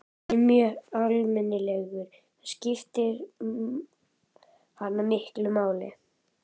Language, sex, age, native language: Icelandic, female, 11, Icelandic